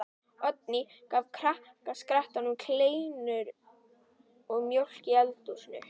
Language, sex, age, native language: Icelandic, female, 11, Icelandic